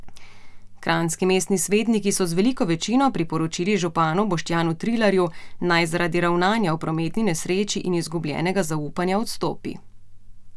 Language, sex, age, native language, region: Slovenian, female, 30-49, Slovenian, Central Slovenia